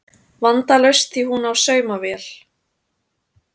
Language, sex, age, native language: Icelandic, female, 30-39, Icelandic